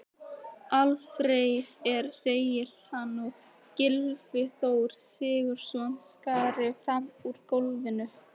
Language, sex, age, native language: Icelandic, female, 18-19, Icelandic